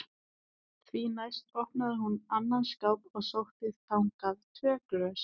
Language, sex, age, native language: Icelandic, female, 20-29, Icelandic